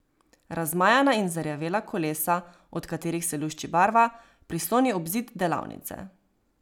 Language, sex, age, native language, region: Slovenian, female, 18-29, Slovenian, Savinja region